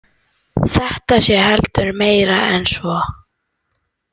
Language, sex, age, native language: Icelandic, female, 18-19, Icelandic